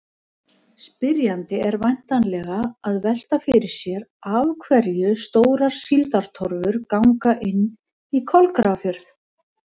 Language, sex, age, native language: Icelandic, female, 50-59, Icelandic